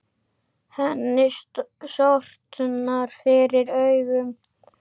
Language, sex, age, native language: Icelandic, male, 8, Icelandic